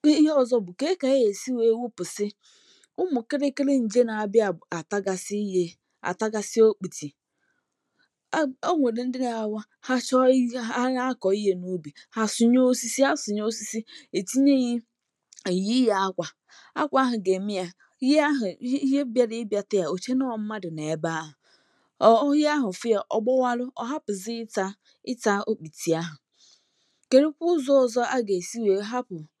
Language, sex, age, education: Igbo, female, 15-29, tertiary